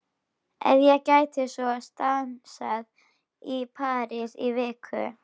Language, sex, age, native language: Icelandic, female, 12, Icelandic